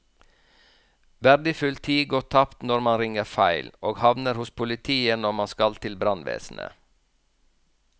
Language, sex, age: Norwegian, male, 46